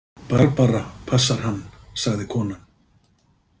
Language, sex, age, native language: Icelandic, male, 50-59, Icelandic